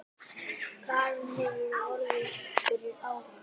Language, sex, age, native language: Icelandic, male, 10, Icelandic